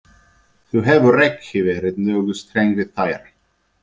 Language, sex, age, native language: Icelandic, male, 30-39, Icelandic